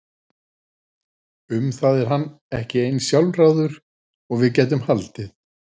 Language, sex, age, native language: Icelandic, male, 40-49, Icelandic